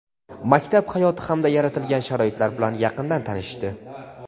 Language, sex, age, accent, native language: Uzbek, male, 19-29, Namangan, Uzbek